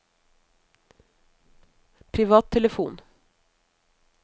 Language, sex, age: Norwegian, female, 50